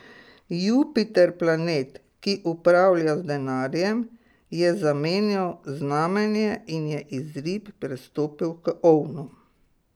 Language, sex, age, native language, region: Slovenian, female, 60+, Slovenian, Pomurje region